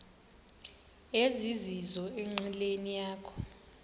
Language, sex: Xhosa, male